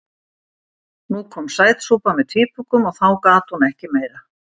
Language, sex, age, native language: Icelandic, female, 70-79, Icelandic